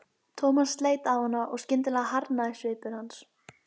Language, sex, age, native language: Icelandic, female, 12, Icelandic